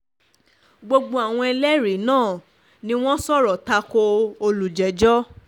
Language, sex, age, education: Yoruba, female, 15-29, tertiary